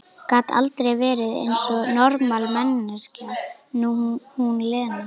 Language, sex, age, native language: Icelandic, female, 11, Icelandic